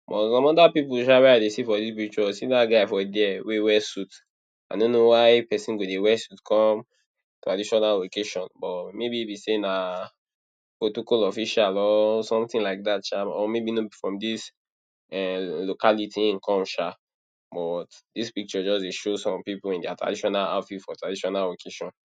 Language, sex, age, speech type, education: Nigerian Pidgin, male, 30-45, spontaneous, tertiary